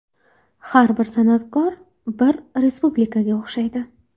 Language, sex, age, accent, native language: Uzbek, female, 19-29, Toshkent shahri, Uzbek